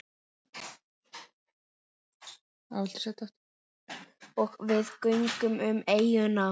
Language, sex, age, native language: Icelandic, male, 7, Icelandic